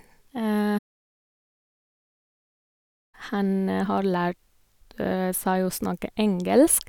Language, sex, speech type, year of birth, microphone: Norwegian, female, spontaneous, 1988, Sennheiser